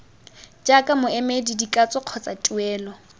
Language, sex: Tswana, female